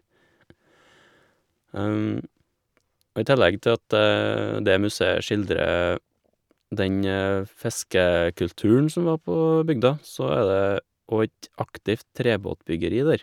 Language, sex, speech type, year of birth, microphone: Norwegian, male, spontaneous, 1987, Shure